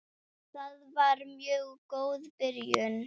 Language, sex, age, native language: Icelandic, female, 8, Icelandic